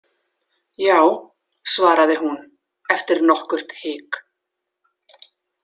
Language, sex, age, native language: Icelandic, female, 40-49, Icelandic